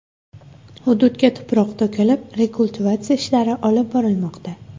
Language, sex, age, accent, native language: Uzbek, female, 19-29, Farg'ona, Uzbek